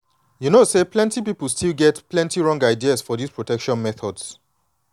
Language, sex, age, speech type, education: Nigerian Pidgin, male, 30-45, spontaneous, tertiary